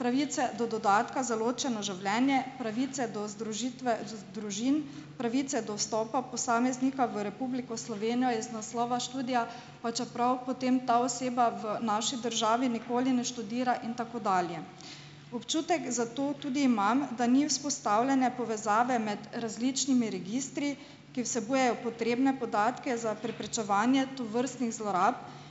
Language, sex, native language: Slovenian, female, Slovenian